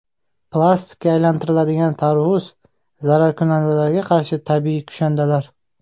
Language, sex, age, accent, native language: Uzbek, male, 19-29, Samarqand, Uzbek